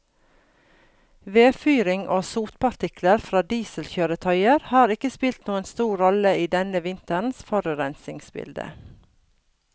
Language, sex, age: Norwegian, female, 42